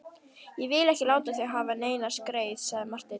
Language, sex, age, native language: Icelandic, female, 11, Icelandic